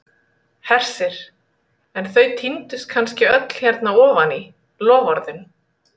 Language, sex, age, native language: Icelandic, female, 30-39, Icelandic